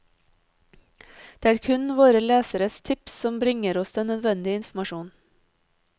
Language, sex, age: Norwegian, female, 30